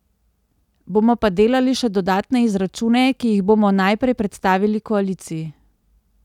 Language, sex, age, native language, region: Slovenian, female, 30-49, Slovenian, Central Slovenia